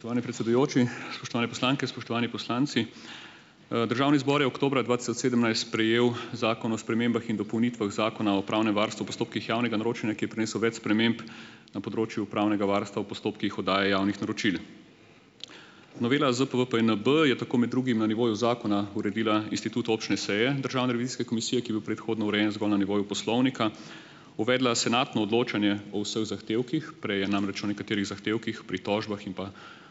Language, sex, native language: Slovenian, male, Slovenian